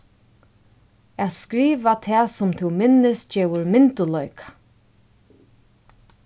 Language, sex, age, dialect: Faroese, female, 36-60, Norðurstreymoy/Eysturoy